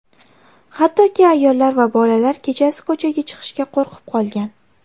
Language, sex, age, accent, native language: Uzbek, female, 18-24, Navoiy, Uzbek